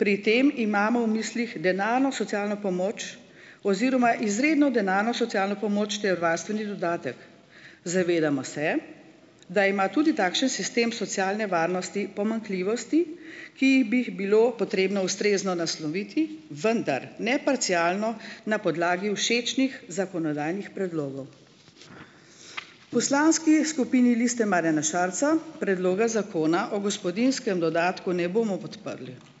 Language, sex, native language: Slovenian, female, Slovenian